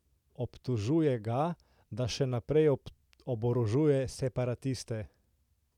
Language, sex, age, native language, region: Slovenian, male, 18-29, Slovenian, Central Slovenia